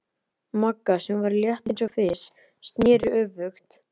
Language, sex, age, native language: Icelandic, male, 11, Icelandic